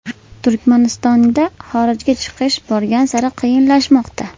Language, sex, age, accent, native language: Uzbek, female, 18-24, Namangan, Uzbek